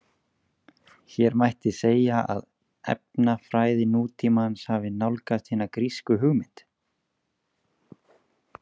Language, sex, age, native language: Icelandic, male, 20-29, Icelandic